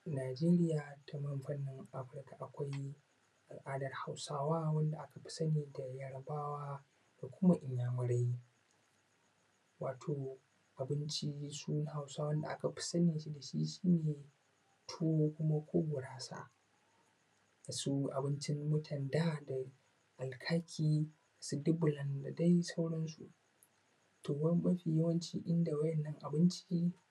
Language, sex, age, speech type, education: Hausa, male, 15-29, spontaneous, tertiary